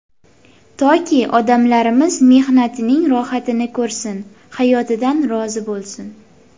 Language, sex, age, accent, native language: Uzbek, female, 19-29, Andijon, Uzbek